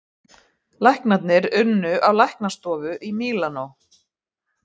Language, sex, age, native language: Icelandic, female, 50-59, Icelandic